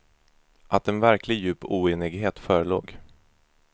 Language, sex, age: Swedish, male, 24